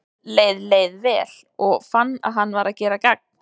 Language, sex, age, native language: Icelandic, female, 20-29, Icelandic